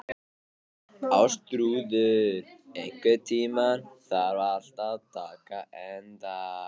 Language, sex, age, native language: Icelandic, male, 15, Icelandic